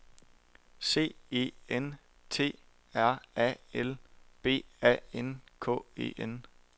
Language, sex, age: Danish, male, 23